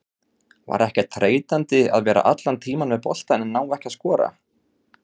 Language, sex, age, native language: Icelandic, male, 30-39, Icelandic